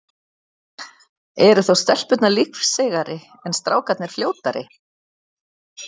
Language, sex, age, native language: Icelandic, female, 60-69, Icelandic